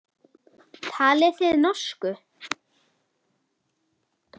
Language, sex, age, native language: Icelandic, female, 10, Icelandic